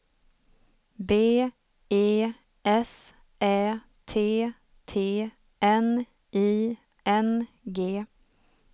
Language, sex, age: Swedish, female, 27